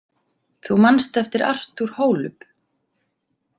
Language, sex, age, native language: Icelandic, female, 30-39, Icelandic